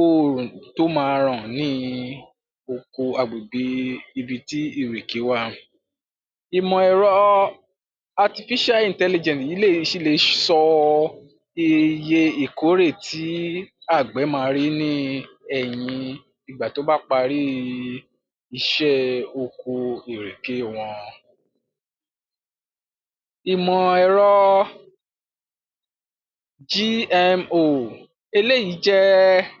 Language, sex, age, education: Yoruba, male, 46-60, tertiary